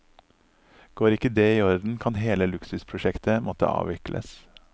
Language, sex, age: Norwegian, male, 39